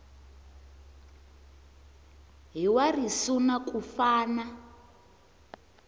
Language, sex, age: Tsonga, female, 20